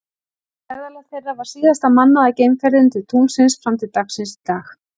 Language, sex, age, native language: Icelandic, female, 40-49, Icelandic